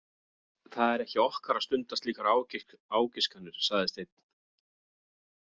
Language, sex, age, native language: Icelandic, male, 40-49, Icelandic